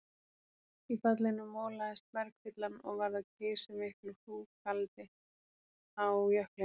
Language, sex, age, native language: Icelandic, female, 30-39, Icelandic